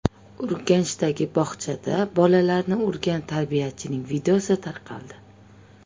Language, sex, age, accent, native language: Uzbek, female, 25-34, Toshkent viloyati, Uzbek